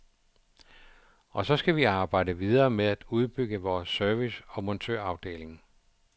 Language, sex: Danish, male